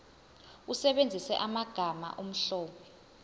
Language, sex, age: Zulu, female, 20